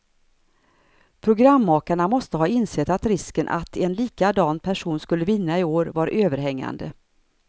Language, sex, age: Swedish, female, 59